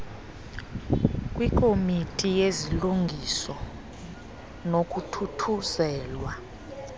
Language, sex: Xhosa, female